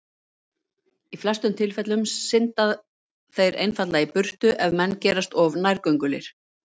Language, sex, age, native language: Icelandic, female, 50-59, Icelandic